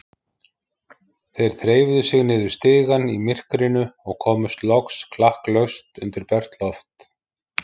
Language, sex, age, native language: Icelandic, male, 50-59, Icelandic